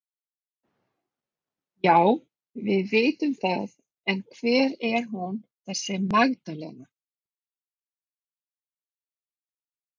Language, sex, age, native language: Icelandic, female, 30-39, Icelandic